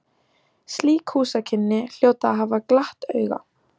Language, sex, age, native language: Icelandic, female, 14, Icelandic